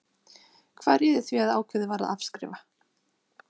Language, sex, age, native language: Icelandic, female, 30-39, Icelandic